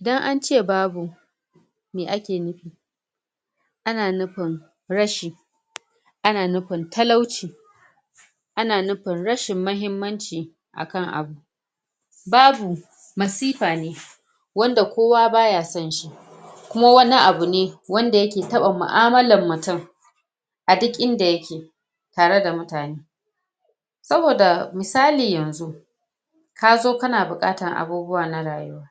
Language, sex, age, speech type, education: Hausa, female, 30-45, spontaneous, tertiary